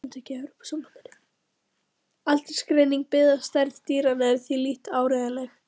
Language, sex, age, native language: Icelandic, female, 30-39, Icelandic